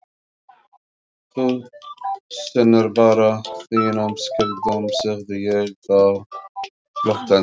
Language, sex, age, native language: Icelandic, male, 40-49, Arabic